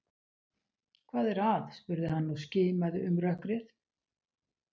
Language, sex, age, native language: Icelandic, female, 60-69, Icelandic